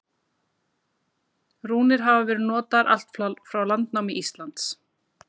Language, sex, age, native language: Icelandic, female, 30-39, Icelandic